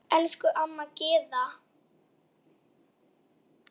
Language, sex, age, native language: Icelandic, female, 9, Icelandic